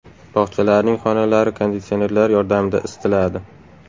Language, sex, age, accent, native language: Uzbek, male, 18-24, Samarqand, Uzbek